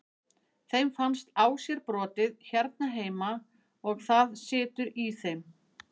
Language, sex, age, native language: Icelandic, female, 50-59, Icelandic